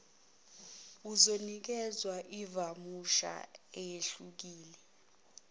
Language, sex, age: Zulu, female, 21